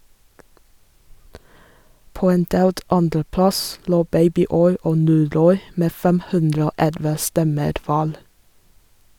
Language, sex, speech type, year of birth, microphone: Norwegian, female, read, 1987, Sennheiser